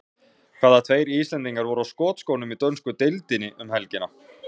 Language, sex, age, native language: Icelandic, male, 40-49, Icelandic